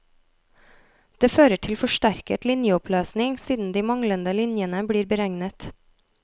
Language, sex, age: Norwegian, female, 33